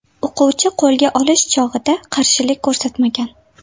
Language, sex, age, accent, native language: Uzbek, female, 18-24, Samarqand, Uzbek